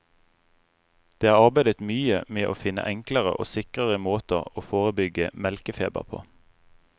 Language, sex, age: Norwegian, male, 35